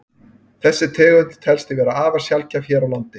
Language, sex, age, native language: Icelandic, male, 30-39, Icelandic